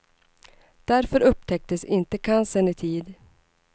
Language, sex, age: Swedish, female, 39